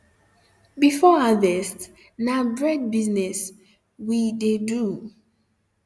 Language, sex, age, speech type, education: Nigerian Pidgin, female, 15-29, spontaneous, tertiary